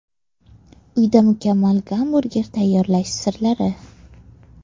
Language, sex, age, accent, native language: Uzbek, female, 18-24, Toshkent viloyati, Uzbek